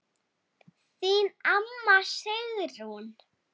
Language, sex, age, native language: Icelandic, female, 7, Icelandic